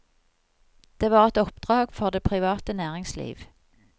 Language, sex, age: Norwegian, female, 55